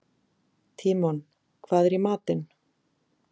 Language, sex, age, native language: Icelandic, female, 40-49, Icelandic